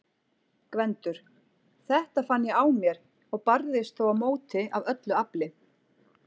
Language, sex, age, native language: Icelandic, female, 40-49, Icelandic